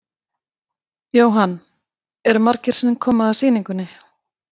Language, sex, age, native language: Icelandic, female, 50-59, Icelandic